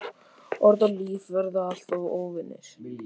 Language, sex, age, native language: Icelandic, male, 13, Icelandic